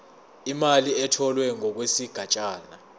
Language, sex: Zulu, male